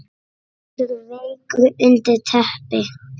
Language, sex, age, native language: Icelandic, female, 7, Icelandic